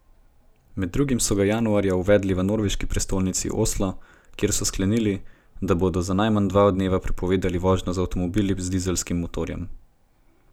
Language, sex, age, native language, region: Slovenian, male, 18-29, Slovenian, Gorenjska region